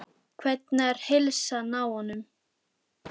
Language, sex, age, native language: Icelandic, female, 10, Icelandic